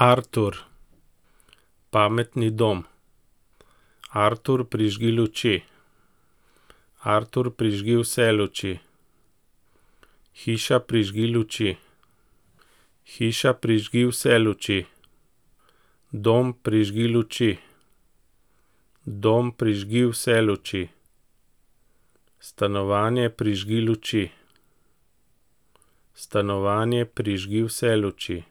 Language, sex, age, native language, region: Slovenian, male, 50-59, Slovenian, Central Slovenia